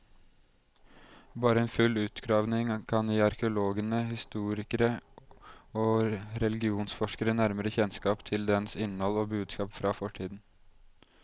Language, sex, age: Norwegian, male, 20